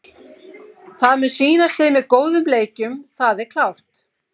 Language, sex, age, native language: Icelandic, female, 50-59, Icelandic